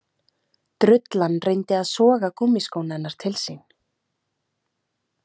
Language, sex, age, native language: Icelandic, female, 30-39, Icelandic